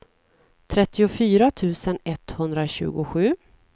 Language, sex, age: Swedish, female, 40